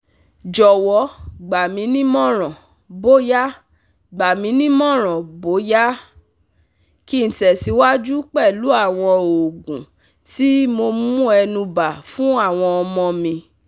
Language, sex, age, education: Yoruba, female, 30-45, tertiary